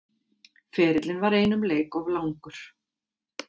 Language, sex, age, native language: Icelandic, female, 50-59, Icelandic